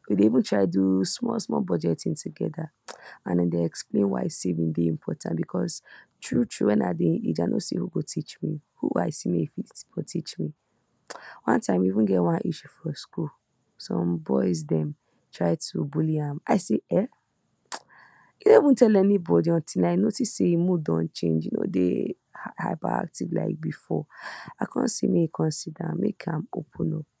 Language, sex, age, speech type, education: Nigerian Pidgin, female, 46-60, spontaneous, tertiary